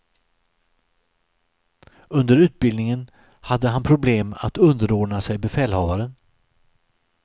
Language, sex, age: Swedish, male, 63